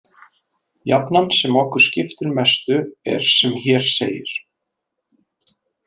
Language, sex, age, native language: Icelandic, male, 30-39, Icelandic